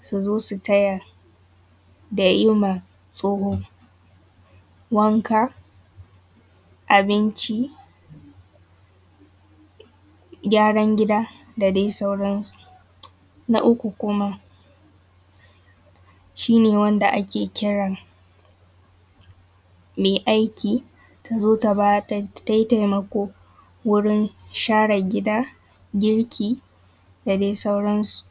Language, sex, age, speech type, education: Hausa, female, 15-29, spontaneous, tertiary